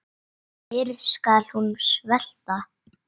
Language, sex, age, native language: Icelandic, female, 9, Icelandic